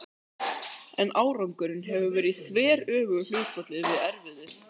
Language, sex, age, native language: Icelandic, male, 13, Icelandic